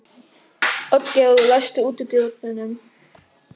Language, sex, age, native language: Icelandic, male, 13, German